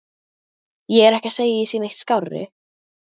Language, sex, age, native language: Icelandic, female, 12, Icelandic